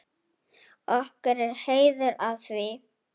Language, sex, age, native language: Icelandic, female, 10, Icelandic